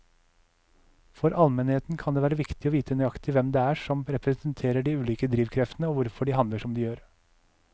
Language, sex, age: Norwegian, male, 37